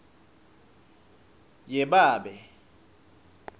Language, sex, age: Swati, male, 26